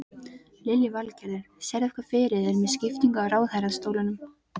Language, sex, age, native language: Icelandic, female, 13, Icelandic